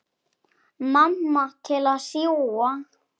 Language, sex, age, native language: Icelandic, male, 7, Icelandic